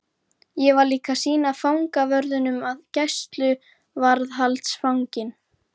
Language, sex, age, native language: Icelandic, female, 11, Icelandic